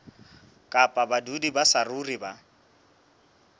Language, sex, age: Southern Sotho, male, 26